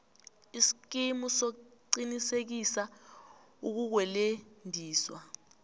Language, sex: South Ndebele, female